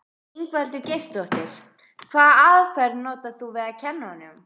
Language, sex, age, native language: Icelandic, female, 12, Icelandic